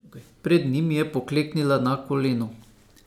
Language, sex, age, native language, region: Slovenian, male, 50-59, Slovenian, Savinja region